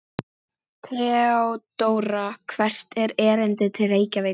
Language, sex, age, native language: Icelandic, female, 11, Icelandic